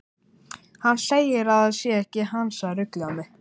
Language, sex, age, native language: Icelandic, male, 11, Icelandic